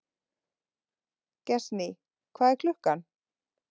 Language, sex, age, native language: Icelandic, female, 30-39, Icelandic